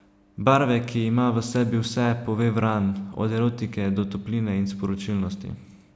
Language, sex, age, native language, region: Slovenian, male, 18-29, Slovenian, Savinja region